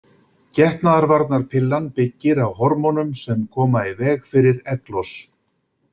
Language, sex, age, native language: Icelandic, male, 50-59, Icelandic